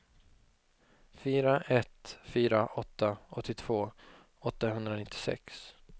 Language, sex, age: Swedish, male, 25